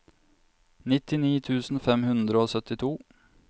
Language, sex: Norwegian, male